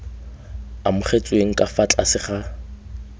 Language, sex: Tswana, male